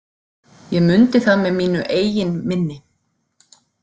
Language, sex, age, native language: Icelandic, female, 40-49, Icelandic